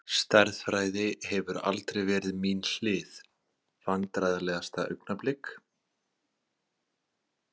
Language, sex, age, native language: Icelandic, male, 40-49, Icelandic